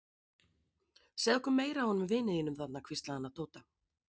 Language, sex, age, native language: Icelandic, female, 30-39, Icelandic